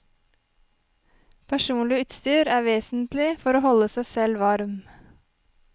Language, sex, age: Norwegian, female, 23